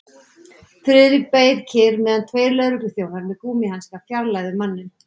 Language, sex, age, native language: Icelandic, female, 40-49, Icelandic